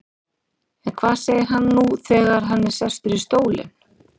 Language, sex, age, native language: Icelandic, female, 40-49, Icelandic